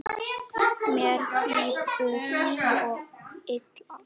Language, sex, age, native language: Icelandic, male, 6, Icelandic